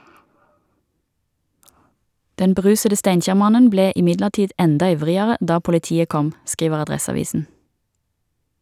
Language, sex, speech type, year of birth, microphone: Norwegian, female, read, 1969, Shure